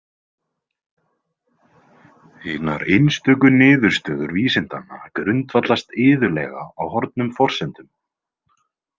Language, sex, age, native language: Icelandic, male, 20-29, Icelandic